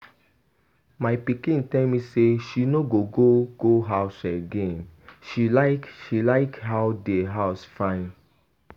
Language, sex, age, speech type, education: Nigerian Pidgin, male, 15-29, spontaneous, tertiary